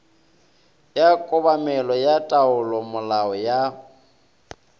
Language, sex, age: Northern Sotho, male, 22